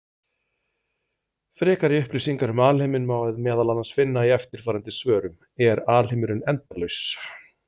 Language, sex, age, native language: Icelandic, male, 40-49, Icelandic